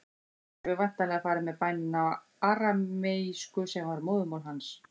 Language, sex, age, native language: Icelandic, female, 40-49, Icelandic